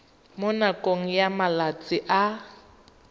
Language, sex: Tswana, female